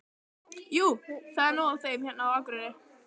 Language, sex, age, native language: Icelandic, female, 12, Icelandic